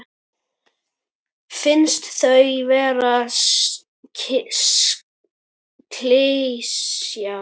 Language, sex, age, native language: Icelandic, male, 9, Icelandic